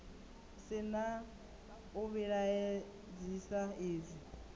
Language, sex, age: Venda, female, 19